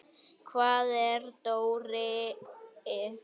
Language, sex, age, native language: Icelandic, male, 8, Icelandic